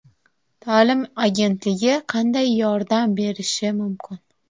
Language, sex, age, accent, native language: Uzbek, female, 19-29, Toshkent viloyati, Uzbek